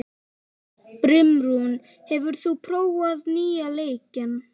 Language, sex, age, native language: Icelandic, female, 11, Icelandic